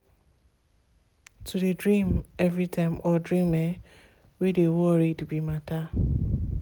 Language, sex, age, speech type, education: Nigerian Pidgin, female, 15-29, spontaneous, tertiary